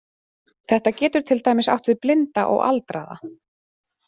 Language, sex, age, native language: Icelandic, female, 30-39, Icelandic